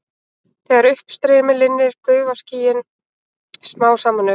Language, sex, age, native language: Icelandic, female, 18-19, Icelandic